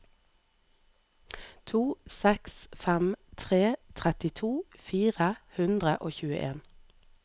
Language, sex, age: Norwegian, female, 38